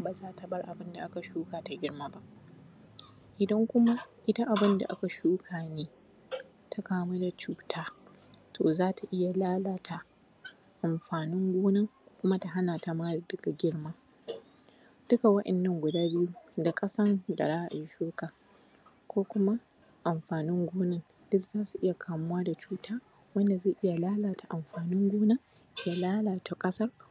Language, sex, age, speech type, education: Hausa, female, 15-29, spontaneous, primary